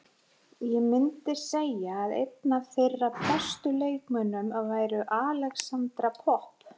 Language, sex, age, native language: Icelandic, female, 40-49, Icelandic